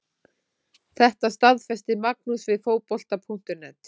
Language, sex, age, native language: Icelandic, female, 40-49, Icelandic